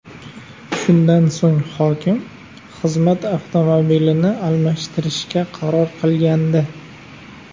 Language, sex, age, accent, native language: Uzbek, male, 19-29, Farg'ona, Uzbek